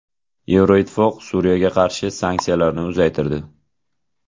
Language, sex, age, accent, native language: Uzbek, male, 18-24, Jizzax, Uzbek